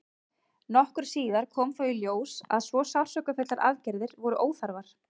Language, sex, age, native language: Icelandic, female, 30-39, Icelandic